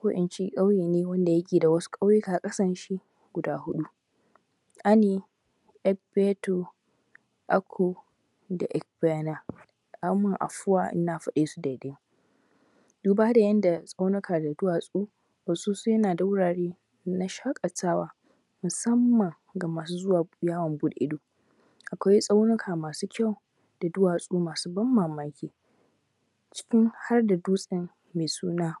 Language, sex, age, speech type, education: Hausa, female, 15-29, spontaneous, tertiary